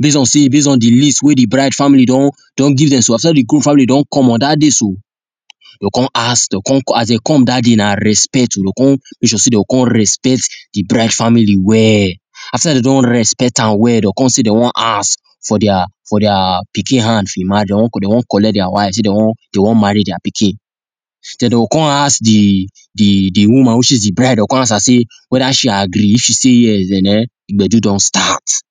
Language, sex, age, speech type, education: Nigerian Pidgin, male, 15-29, spontaneous, tertiary